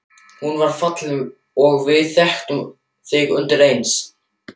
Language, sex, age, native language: Icelandic, male, 12, German